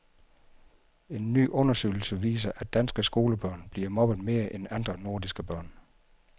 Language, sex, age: Danish, male, 51